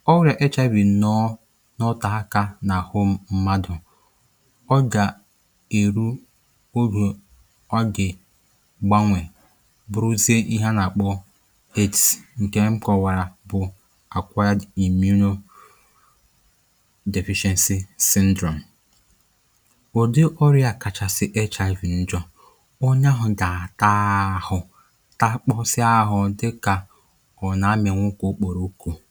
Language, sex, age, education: Igbo, male, 15-29, tertiary